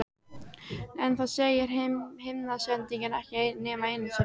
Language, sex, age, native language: Icelandic, female, 12, Icelandic